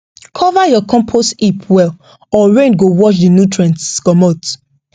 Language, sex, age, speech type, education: Nigerian Pidgin, female, 15-29, spontaneous, tertiary